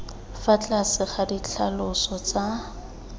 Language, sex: Tswana, female